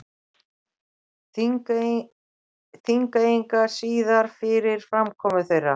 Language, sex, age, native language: Icelandic, female, 60-69, Icelandic